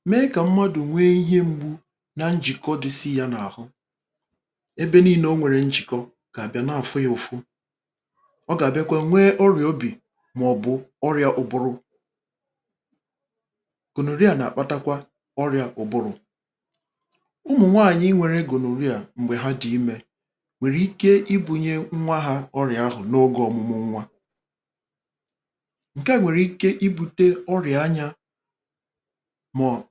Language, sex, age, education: Igbo, male, 30-45, tertiary